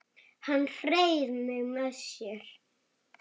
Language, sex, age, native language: Icelandic, male, 7, Icelandic